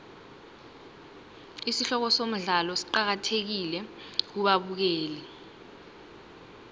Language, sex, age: South Ndebele, female, 18